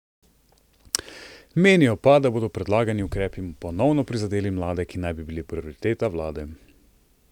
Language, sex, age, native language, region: Slovenian, male, 30-49, Slovenian, Central Slovenia